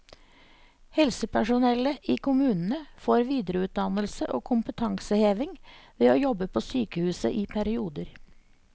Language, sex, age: Norwegian, female, 54